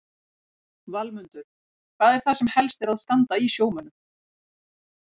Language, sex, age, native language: Icelandic, female, 40-49, Icelandic